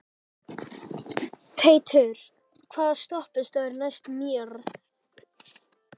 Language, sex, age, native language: Icelandic, male, 11, Icelandic